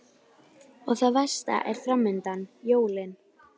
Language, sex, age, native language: Icelandic, female, 12, Icelandic